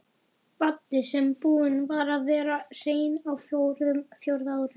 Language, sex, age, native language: Icelandic, female, 11, Icelandic